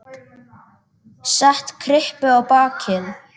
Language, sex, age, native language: Icelandic, male, 10, Icelandic